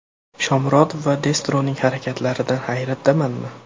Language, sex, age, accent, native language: Uzbek, male, 18-24, Andijon, Uzbek